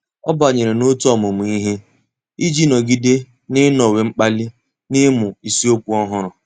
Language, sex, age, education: Igbo, male, 15-29, tertiary